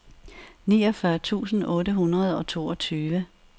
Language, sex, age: Danish, female, 64